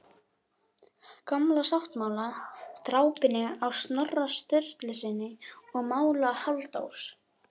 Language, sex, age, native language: Icelandic, female, 11, Icelandic